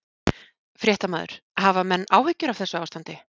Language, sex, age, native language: Icelandic, female, 40-49, Icelandic